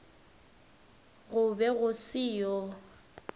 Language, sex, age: Northern Sotho, female, 19